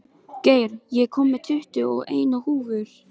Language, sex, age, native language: Icelandic, other, 13, Filipino